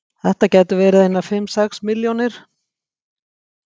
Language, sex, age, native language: Icelandic, female, 60-69, Icelandic